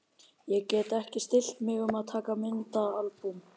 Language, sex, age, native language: Icelandic, male, 12, Icelandic